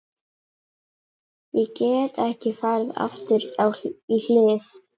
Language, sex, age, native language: Icelandic, female, 11, Icelandic